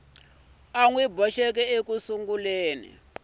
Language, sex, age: Tsonga, male, 26